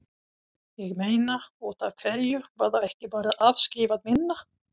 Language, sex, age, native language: Icelandic, female, 40-49, Swedish